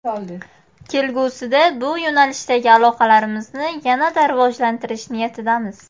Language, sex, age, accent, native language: Uzbek, female, 18-24, Qashqadaryo, Uzbek